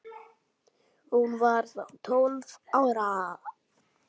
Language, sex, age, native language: Icelandic, male, 7, Icelandic